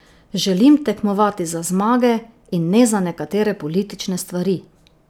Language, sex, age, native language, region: Slovenian, female, 50-59, Slovenian, Drava region